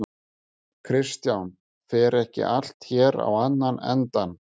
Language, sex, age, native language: Icelandic, male, 50-59, Icelandic